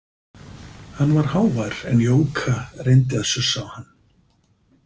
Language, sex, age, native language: Icelandic, male, 50-59, Icelandic